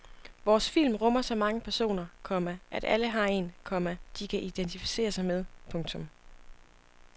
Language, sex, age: Danish, female, 25